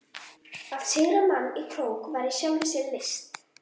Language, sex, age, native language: Icelandic, female, 11, Icelandic